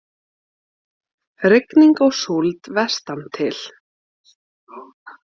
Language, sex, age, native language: Icelandic, female, 30-39, Icelandic